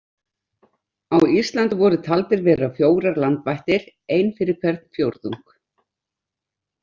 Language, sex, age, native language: Icelandic, female, 60-69, Icelandic